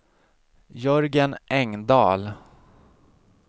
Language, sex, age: Swedish, male, 40